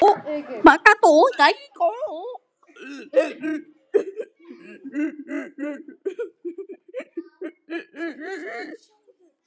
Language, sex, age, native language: Icelandic, male, 9, Icelandic